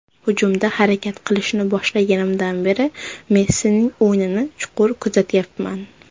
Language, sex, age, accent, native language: Uzbek, female, under 19, Surxondaryo, Uzbek